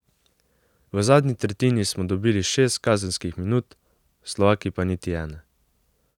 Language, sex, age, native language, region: Slovenian, male, 18-29, Slovenian, Savinja region